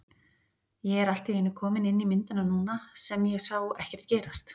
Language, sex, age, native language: Icelandic, female, 40-49, Icelandic